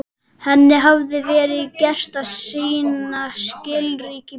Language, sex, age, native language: Icelandic, male, 12, Icelandic